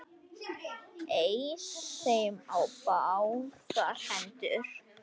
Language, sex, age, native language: Icelandic, male, 10, Icelandic